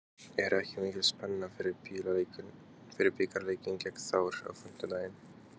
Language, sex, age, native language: Icelandic, male, 20-29, Polish